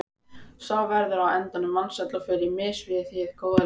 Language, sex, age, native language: Icelandic, female, 18-19, Icelandic